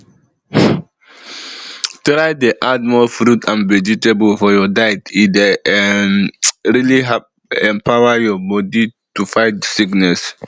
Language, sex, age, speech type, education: Nigerian Pidgin, male, 15-29, spontaneous, tertiary